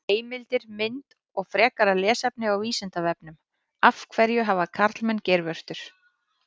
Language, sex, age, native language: Icelandic, female, 18-19, Icelandic